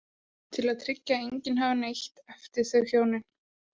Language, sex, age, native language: Icelandic, female, 18-19, Icelandic